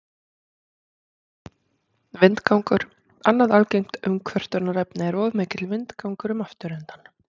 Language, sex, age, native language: Icelandic, female, 30-39, Icelandic